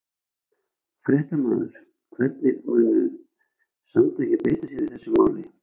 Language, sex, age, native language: Icelandic, male, 60-69, Icelandic